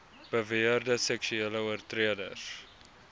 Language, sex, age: Afrikaans, male, 19